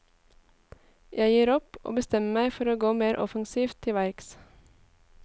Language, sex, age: Norwegian, female, 18